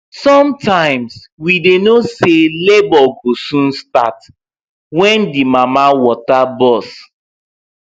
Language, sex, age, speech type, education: Nigerian Pidgin, male, 15-29, spontaneous, tertiary